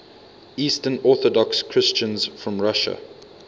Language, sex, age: English, male, 22